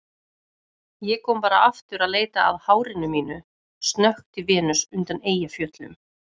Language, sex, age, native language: Icelandic, female, 30-39, Icelandic